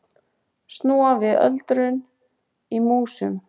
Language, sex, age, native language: Icelandic, female, 40-49, Icelandic